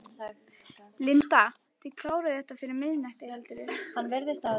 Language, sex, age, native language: Icelandic, female, 12, Icelandic